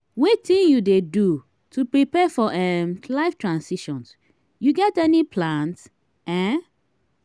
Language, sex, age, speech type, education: Nigerian Pidgin, female, 30-45, spontaneous, tertiary